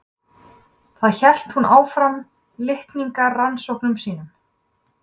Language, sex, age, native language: Icelandic, female, 20-29, Icelandic